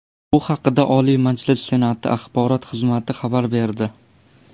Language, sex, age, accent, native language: Uzbek, male, under 19, Surxondaryo, Uzbek